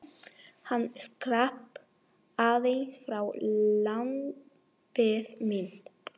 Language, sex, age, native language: Icelandic, female, 40-49, Spanish